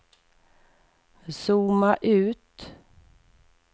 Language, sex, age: Swedish, female, 44